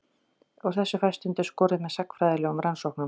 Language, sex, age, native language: Icelandic, female, 40-49, Icelandic